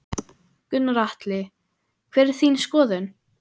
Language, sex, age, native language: Icelandic, female, 14, Icelandic